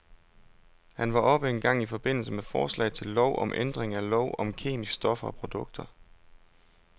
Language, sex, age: Danish, male, 32